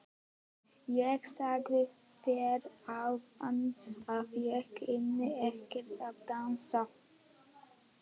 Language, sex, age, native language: Icelandic, male, 11, Icelandic